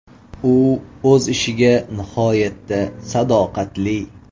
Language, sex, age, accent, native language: Uzbek, male, 25-34, Toshkent viloyati, Uzbek